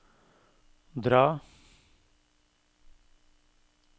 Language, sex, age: Norwegian, male, 52